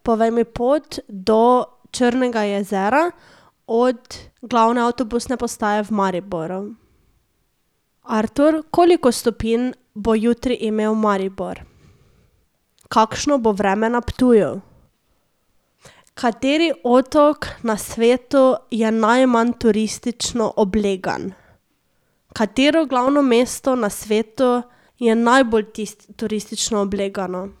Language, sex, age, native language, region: Slovenian, female, 18-29, Slovenian, Drava region